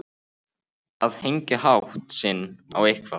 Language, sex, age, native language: Icelandic, male, 18-19, Icelandic